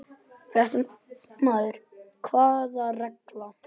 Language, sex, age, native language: Icelandic, male, 11, Icelandic